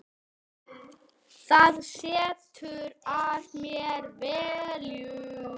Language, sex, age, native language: Icelandic, male, 8, Icelandic